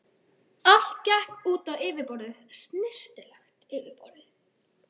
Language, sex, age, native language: Icelandic, female, 12, Icelandic